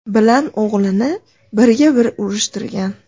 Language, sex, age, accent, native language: Uzbek, female, 25-34, Andijon, Uzbek